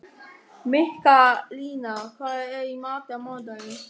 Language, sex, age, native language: Icelandic, male, 13, German